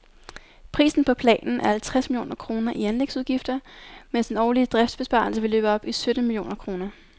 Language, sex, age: Danish, female, 19